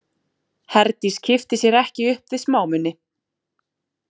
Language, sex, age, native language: Icelandic, female, 30-39, Icelandic